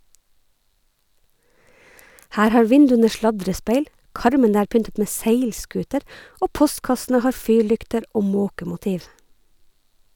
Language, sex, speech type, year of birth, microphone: Norwegian, female, read, 1969, Sennheiser